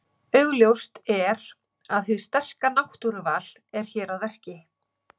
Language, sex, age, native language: Icelandic, female, 40-49, Icelandic